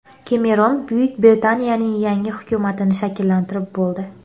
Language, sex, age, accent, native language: Uzbek, female, under 19, Andijon, Uzbek